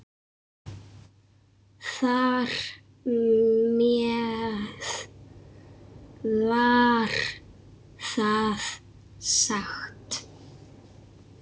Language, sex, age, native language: Icelandic, male, 6, Icelandic